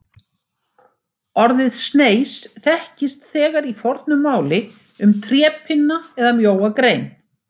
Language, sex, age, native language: Icelandic, female, 60-69, Icelandic